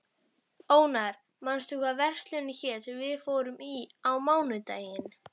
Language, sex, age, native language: Icelandic, female, 12, Icelandic